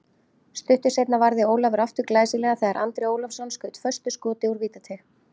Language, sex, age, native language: Icelandic, female, 30-39, Icelandic